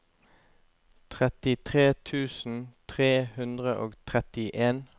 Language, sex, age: Norwegian, male, 25